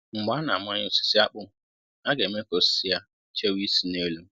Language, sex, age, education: Igbo, male, 15-29, tertiary